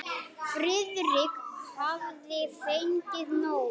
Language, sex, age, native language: Icelandic, male, 9, Icelandic